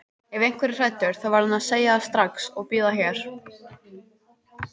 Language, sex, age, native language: Icelandic, female, 18-19, Icelandic